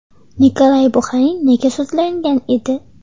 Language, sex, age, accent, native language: Uzbek, female, 12-17, Andijon, Uzbek